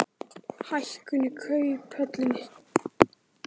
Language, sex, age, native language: Icelandic, male, 18-19, Icelandic